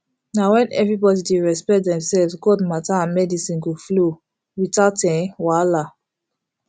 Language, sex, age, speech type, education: Nigerian Pidgin, female, 15-29, spontaneous, tertiary